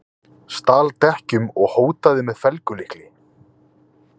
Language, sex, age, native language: Icelandic, male, 20-29, Icelandic